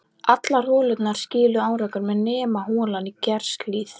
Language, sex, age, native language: Icelandic, female, 11, Icelandic